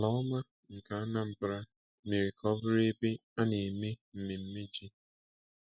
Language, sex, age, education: Igbo, male, 15-29, tertiary